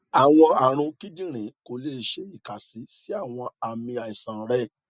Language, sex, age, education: Yoruba, male, 30-45, tertiary